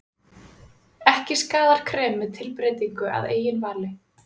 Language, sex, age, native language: Icelandic, female, 20-29, Icelandic